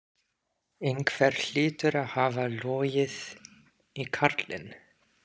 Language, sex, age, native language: Icelandic, male, 30-39, English